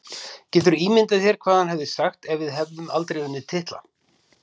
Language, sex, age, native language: Icelandic, male, 50-59, Icelandic